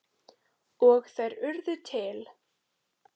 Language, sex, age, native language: Icelandic, female, 18-19, Icelandic